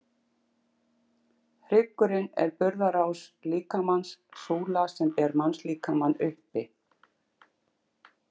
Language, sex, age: Icelandic, female, 60-69